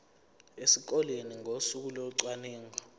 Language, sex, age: Zulu, male, 24